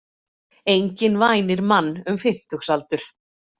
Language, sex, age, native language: Icelandic, female, 40-49, Icelandic